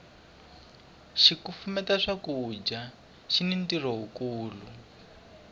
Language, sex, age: Tsonga, male, 23